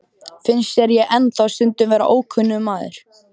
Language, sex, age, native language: Icelandic, male, 12, Icelandic